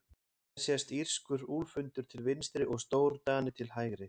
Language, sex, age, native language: Icelandic, male, 20-29, Icelandic